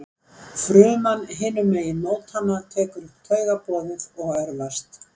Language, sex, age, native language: Icelandic, female, 70-79, Icelandic